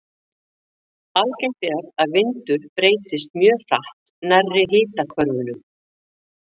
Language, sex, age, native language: Icelandic, female, 40-49, Icelandic